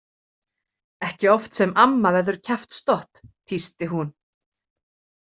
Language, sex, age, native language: Icelandic, female, 30-39, Icelandic